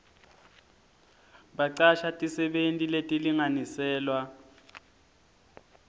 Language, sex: Swati, male